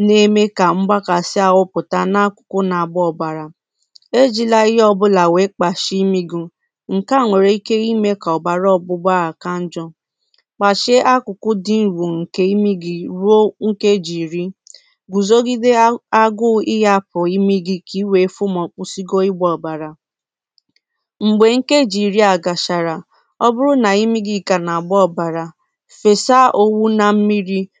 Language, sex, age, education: Igbo, female, 15-29, tertiary